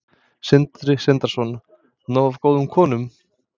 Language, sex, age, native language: Icelandic, male, 20-29, Serbo-Croatian